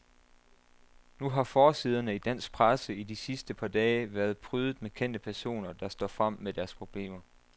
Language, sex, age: Danish, male, 27